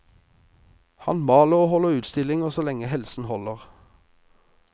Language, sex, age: Norwegian, male, 48